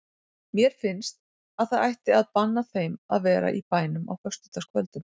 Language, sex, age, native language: Icelandic, female, 40-49, Icelandic